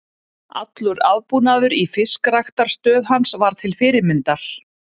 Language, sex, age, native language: Icelandic, female, 30-39, Icelandic